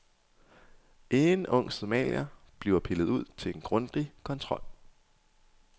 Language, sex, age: Danish, male, 22